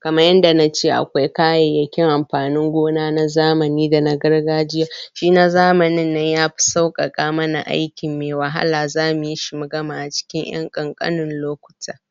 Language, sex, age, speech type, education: Hausa, female, 15-29, spontaneous, primary